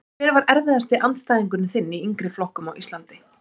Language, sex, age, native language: Icelandic, female, 30-39, Icelandic